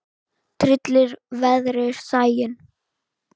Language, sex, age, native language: Icelandic, female, 9, Icelandic